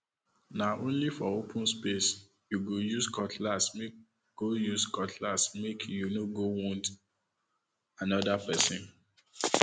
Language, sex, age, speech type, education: Nigerian Pidgin, male, 30-45, spontaneous, tertiary